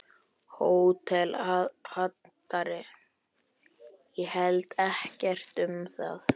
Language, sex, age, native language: Icelandic, male, 11, Icelandic